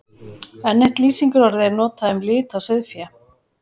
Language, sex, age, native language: Icelandic, female, 40-49, Icelandic